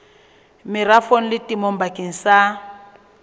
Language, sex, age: Southern Sotho, female, 23